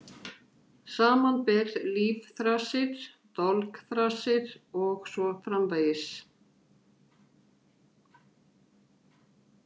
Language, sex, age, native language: Icelandic, female, 50-59, Icelandic